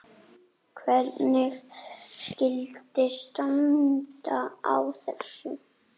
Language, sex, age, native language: Icelandic, male, 8, Icelandic